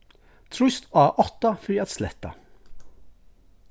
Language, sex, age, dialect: Faroese, male, 36-60, Suðurstreymoy